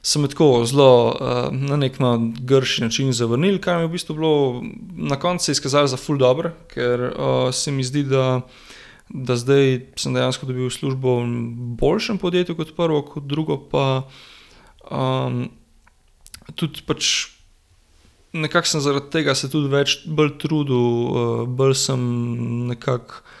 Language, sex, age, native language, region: Slovenian, male, 18-29, Slovenian, Gorenjska region